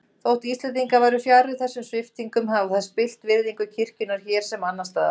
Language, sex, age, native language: Icelandic, female, 30-39, Icelandic